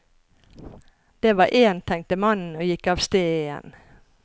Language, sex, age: Norwegian, female, 54